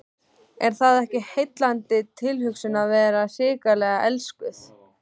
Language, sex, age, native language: Icelandic, female, 15, Icelandic